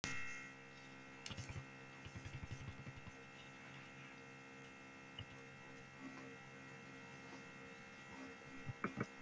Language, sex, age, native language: Icelandic, male, 30-39, Czech